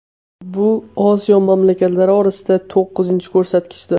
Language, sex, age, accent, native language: Uzbek, male, 18-24, Namangan, Uzbek